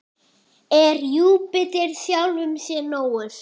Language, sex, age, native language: Icelandic, female, 8, Icelandic